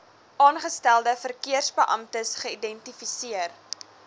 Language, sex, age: Afrikaans, female, 20